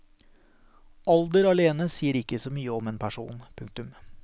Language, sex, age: Norwegian, male, 43